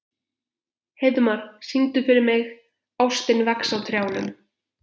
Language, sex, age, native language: Icelandic, male, 11, Icelandic